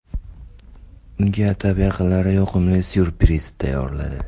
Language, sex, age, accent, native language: Uzbek, female, 18-24, Navoiy, Uzbek